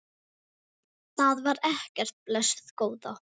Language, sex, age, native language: Icelandic, female, 9, Icelandic